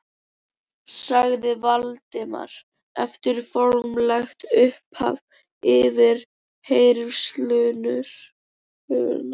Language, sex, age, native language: Icelandic, other, 11, Icelandic